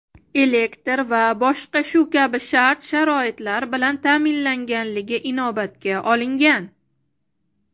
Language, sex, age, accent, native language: Uzbek, female, 25-34, Toshkent shahri, Uzbek